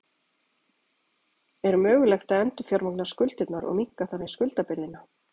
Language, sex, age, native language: Icelandic, female, 40-49, Icelandic